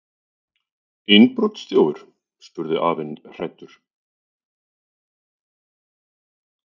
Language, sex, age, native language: Icelandic, male, 40-49, Icelandic